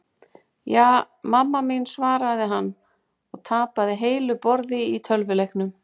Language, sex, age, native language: Icelandic, female, 40-49, Icelandic